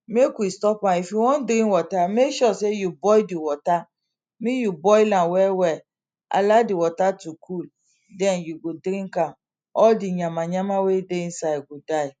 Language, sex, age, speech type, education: Nigerian Pidgin, female, 30-45, spontaneous, tertiary